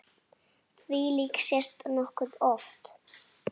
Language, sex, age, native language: Icelandic, female, 6, Icelandic